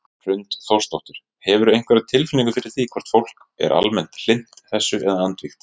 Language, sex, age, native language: Icelandic, male, 30-39, Icelandic